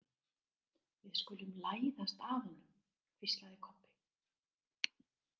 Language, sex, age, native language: Icelandic, female, 60-69, Icelandic